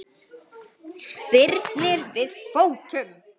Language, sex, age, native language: Icelandic, female, 9, Icelandic